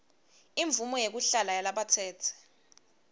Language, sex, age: Swati, female, 22